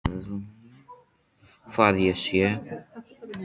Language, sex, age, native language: Icelandic, male, 18-19, Icelandic